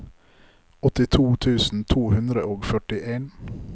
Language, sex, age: Norwegian, male, 33